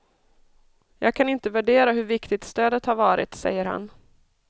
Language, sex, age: Swedish, female, 32